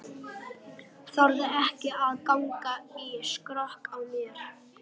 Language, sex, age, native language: Icelandic, male, 11, Icelandic